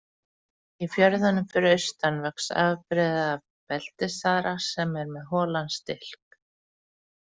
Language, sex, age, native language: Icelandic, female, 40-49, Icelandic